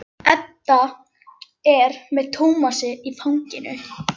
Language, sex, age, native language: Icelandic, female, 11, Icelandic